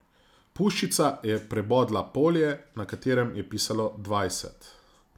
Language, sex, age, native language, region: Slovenian, male, 30-49, Slovenian, Zasavska region